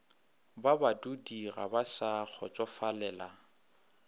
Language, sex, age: Northern Sotho, male, 26